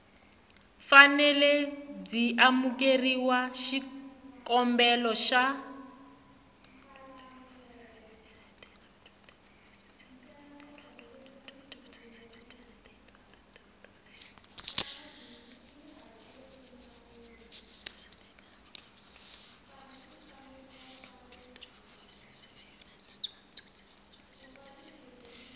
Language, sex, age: Tsonga, female, 21